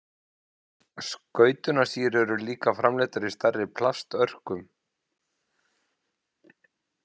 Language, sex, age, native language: Icelandic, male, 40-49, Icelandic